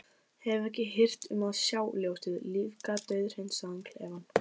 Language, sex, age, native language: Icelandic, female, 15, Icelandic